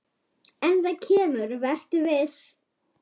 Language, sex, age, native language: Icelandic, female, 9, Icelandic